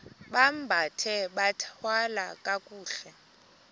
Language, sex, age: Xhosa, female, 20